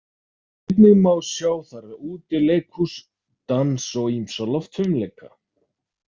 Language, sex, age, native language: Icelandic, male, 30-39, Icelandic